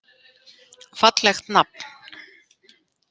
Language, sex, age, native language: Icelandic, female, 50-59, Icelandic